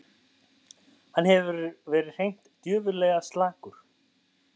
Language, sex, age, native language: Icelandic, male, 30-39, Icelandic